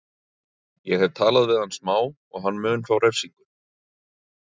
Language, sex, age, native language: Icelandic, male, 30-39, Icelandic